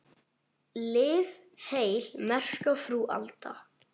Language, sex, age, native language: Icelandic, male, 9, Icelandic